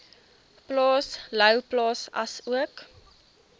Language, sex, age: Afrikaans, female, 23